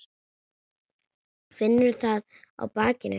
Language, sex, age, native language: Icelandic, female, 9, Icelandic